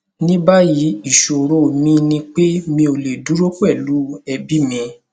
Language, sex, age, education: Yoruba, male, 15-29, tertiary